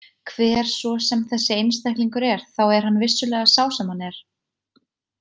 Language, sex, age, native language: Icelandic, female, 20-29, Icelandic